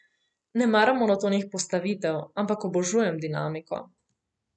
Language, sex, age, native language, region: Slovenian, female, 18-29, Slovenian, Coastal Karst region